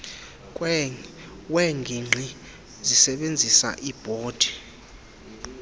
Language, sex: Xhosa, male